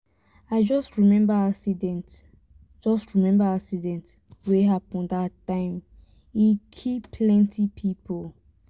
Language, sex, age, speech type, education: Nigerian Pidgin, female, 15-29, spontaneous, tertiary